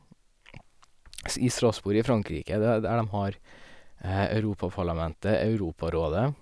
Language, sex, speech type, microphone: Norwegian, male, spontaneous, Sennheiser